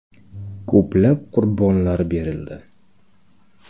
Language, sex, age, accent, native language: Uzbek, male, 35+, Toshkent shahri, Uzbek